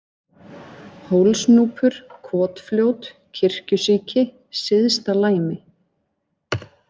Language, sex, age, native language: Icelandic, female, 20-29, Icelandic